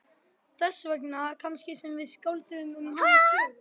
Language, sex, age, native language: Icelandic, male, 11, Icelandic